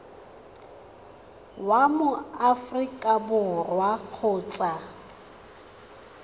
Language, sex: Tswana, female